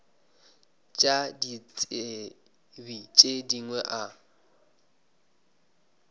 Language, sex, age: Northern Sotho, male, 26